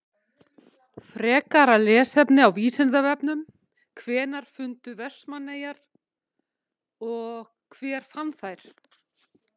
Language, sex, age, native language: Icelandic, female, 50-59, Icelandic